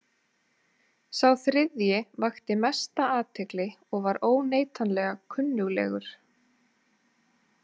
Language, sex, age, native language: Icelandic, female, 30-39, Icelandic